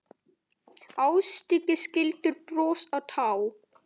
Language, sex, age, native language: Icelandic, male, 9, Icelandic